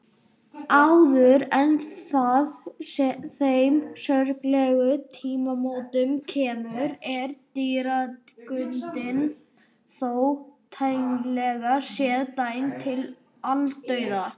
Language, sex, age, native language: Icelandic, male, 18-19, Icelandic